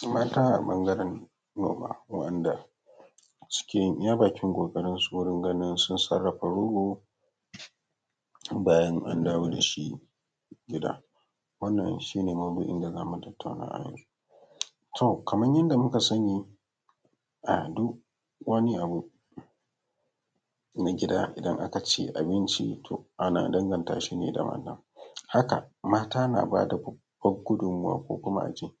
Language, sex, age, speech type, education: Hausa, male, 15-29, spontaneous, tertiary